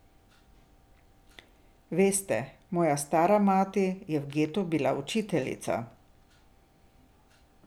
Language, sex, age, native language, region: Slovenian, female, 60+, Slovenian, Drava region